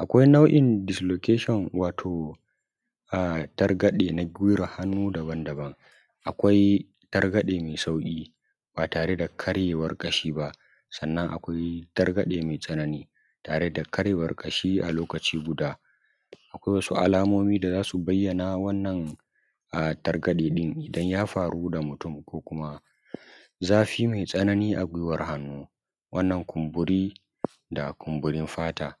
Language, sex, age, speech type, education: Hausa, male, 15-29, spontaneous, secondary